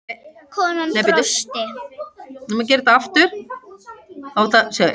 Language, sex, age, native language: Icelandic, female, 8, Icelandic